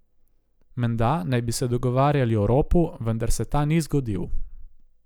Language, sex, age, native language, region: Slovenian, male, 18-29, Slovenian, Gorica region